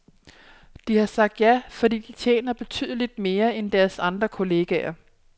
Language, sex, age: Danish, female, 27